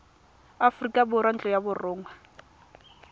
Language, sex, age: Tswana, female, 18